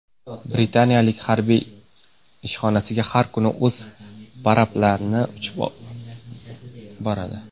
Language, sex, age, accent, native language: Uzbek, male, 18-24, Navoiy, Uzbek